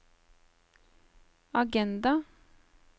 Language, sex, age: Norwegian, female, 35